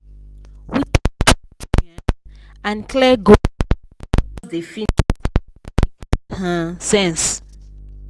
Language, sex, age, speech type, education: Nigerian Pidgin, female, 15-29, spontaneous, tertiary